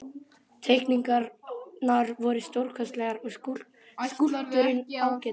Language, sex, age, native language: Icelandic, male, 12, Icelandic